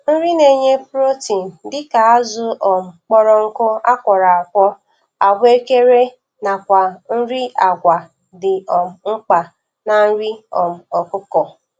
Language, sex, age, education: Igbo, female, 15-29, tertiary